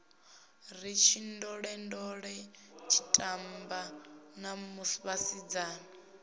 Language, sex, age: Venda, female, 19